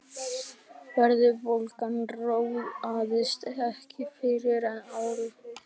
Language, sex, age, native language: Icelandic, other, 60-69, Icelandic